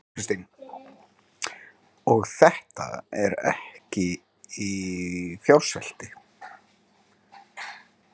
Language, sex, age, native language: Icelandic, male, 30-39, Icelandic